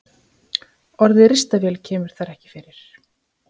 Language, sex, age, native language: Icelandic, female, 50-59, Icelandic